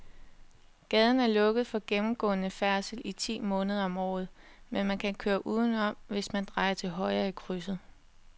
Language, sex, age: Danish, female, 21